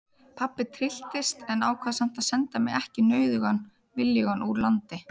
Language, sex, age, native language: Icelandic, female, 30-39, Icelandic